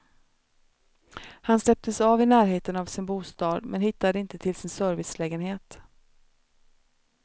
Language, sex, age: Swedish, female, 29